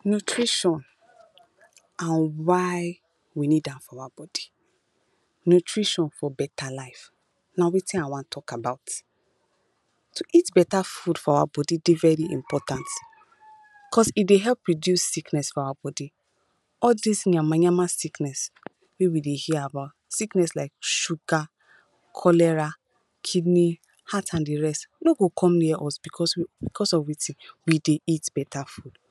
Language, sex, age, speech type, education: Nigerian Pidgin, female, 15-29, spontaneous, tertiary